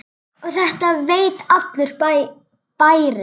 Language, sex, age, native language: Icelandic, female, 9, Icelandic